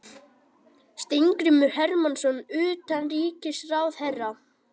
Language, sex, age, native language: Icelandic, male, 18-19, Icelandic